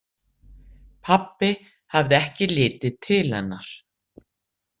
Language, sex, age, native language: Icelandic, female, 60-69, Icelandic